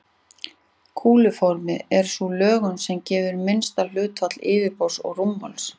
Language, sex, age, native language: Icelandic, female, 40-49, Icelandic